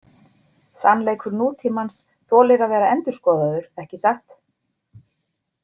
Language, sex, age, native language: Icelandic, female, 40-49, Icelandic